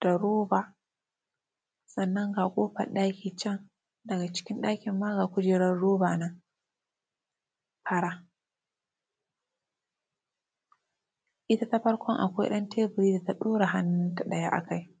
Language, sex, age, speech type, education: Hausa, female, 15-29, spontaneous, tertiary